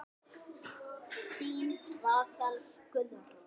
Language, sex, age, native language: Icelandic, male, 8, Icelandic